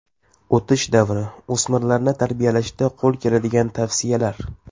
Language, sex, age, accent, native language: Uzbek, male, 18-24, Toshkent shahri, Uzbek